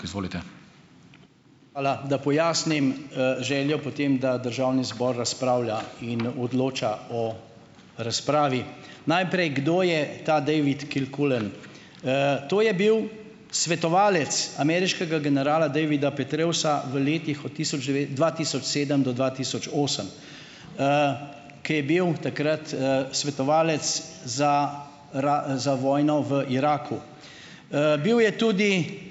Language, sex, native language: Slovenian, male, Slovenian